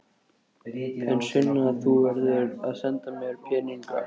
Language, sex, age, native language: Icelandic, male, 13, Icelandic